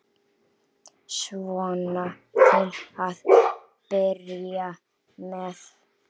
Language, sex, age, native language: Icelandic, male, 7, Icelandic